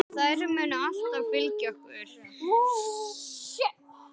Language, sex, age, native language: Icelandic, male, 10, Icelandic